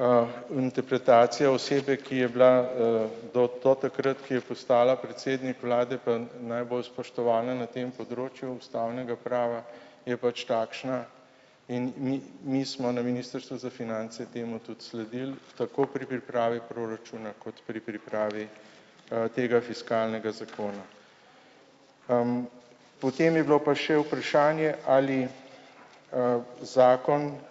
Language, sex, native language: Slovenian, male, Slovenian